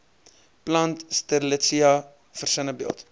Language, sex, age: Afrikaans, male, 23